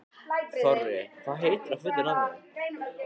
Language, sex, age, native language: Icelandic, male, 14, Icelandic